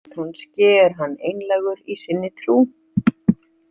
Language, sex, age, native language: Icelandic, female, 60-69, Icelandic